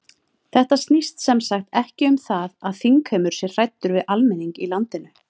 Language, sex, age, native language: Icelandic, female, 30-39, Icelandic